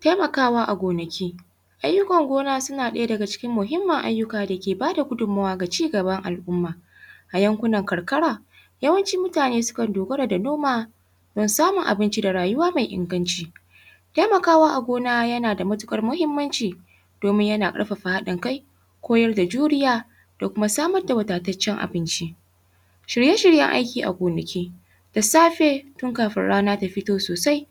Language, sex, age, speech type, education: Hausa, female, 15-29, spontaneous, tertiary